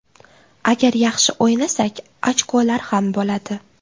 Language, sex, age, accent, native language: Uzbek, female, 25-34, Toshkent viloyati, Uzbek